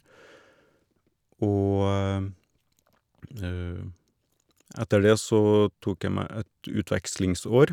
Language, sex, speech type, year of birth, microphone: Norwegian, male, spontaneous, 1979, Shure